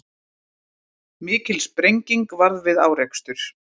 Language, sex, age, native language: Icelandic, female, 30-39, Icelandic